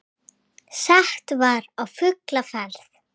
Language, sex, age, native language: Icelandic, female, 7, Icelandic